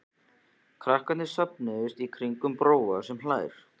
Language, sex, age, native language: Icelandic, female, 14, Icelandic